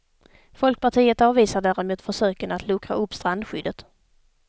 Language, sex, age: Swedish, female, 32